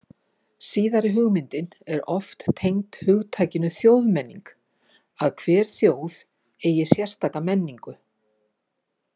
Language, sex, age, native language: Icelandic, female, 50-59, Icelandic